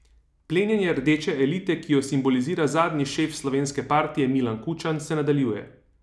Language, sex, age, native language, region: Slovenian, male, 30-49, Slovenian, Savinja region